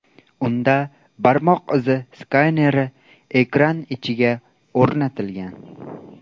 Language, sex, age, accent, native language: Uzbek, male, 18-24, Andijon, Uzbek